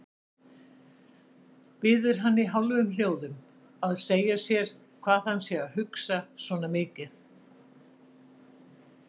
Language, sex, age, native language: Icelandic, female, 60-69, Icelandic